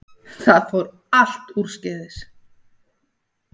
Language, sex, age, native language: Icelandic, female, 40-49, Icelandic